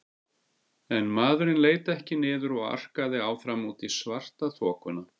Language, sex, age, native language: Icelandic, male, 50-59, Icelandic